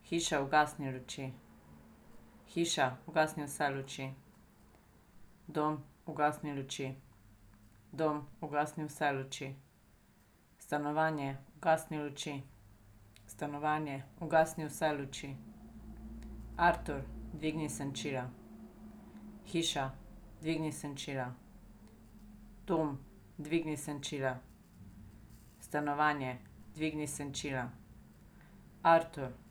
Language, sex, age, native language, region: Slovenian, female, 30-49, Slovenian, Savinja region